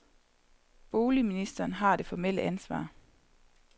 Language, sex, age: Danish, female, 30